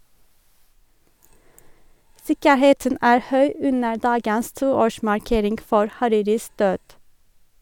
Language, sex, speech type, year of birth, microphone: Norwegian, female, read, 1983, Sennheiser